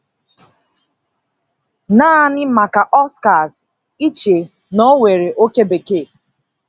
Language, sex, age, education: Igbo, female, 15-29, tertiary